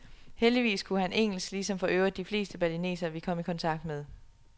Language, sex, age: Danish, female, 27